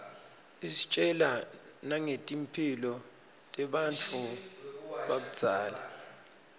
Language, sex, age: Swati, male, 26